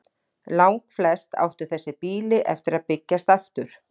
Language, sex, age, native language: Icelandic, female, 40-49, Icelandic